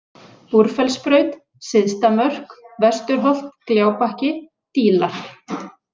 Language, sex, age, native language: Icelandic, female, 40-49, Icelandic